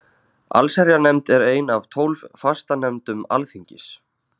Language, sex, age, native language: Icelandic, male, 30-39, Icelandic